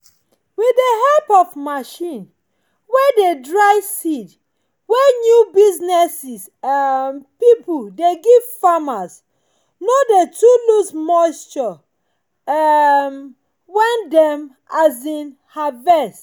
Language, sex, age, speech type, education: Nigerian Pidgin, female, 30-45, spontaneous, tertiary